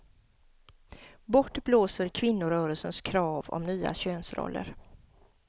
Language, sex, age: Swedish, female, 50